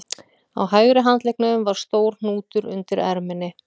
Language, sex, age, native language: Icelandic, female, 40-49, Icelandic